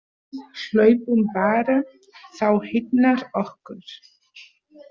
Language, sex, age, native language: Icelandic, female, 30-39, Portuguese